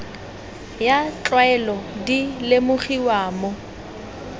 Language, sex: Tswana, female